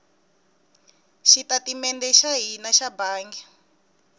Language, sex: Tsonga, female